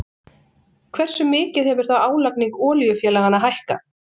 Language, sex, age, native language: Icelandic, female, 40-49, Icelandic